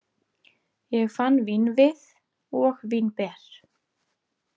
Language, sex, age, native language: Icelandic, female, 30-39, Icelandic